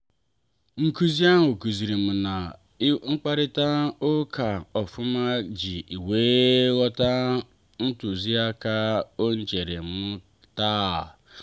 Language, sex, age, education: Igbo, male, 30-45, tertiary